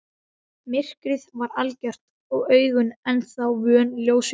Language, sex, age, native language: Icelandic, male, 12, Icelandic